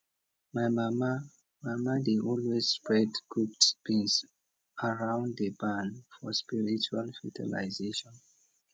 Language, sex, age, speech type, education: Nigerian Pidgin, male, 30-45, spontaneous, tertiary